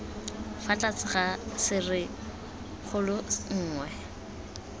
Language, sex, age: Tswana, female, 18